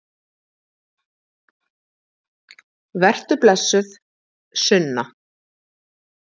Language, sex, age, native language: Icelandic, female, 50-59, Icelandic